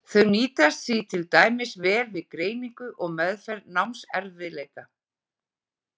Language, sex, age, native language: Icelandic, female, 40-49, Icelandic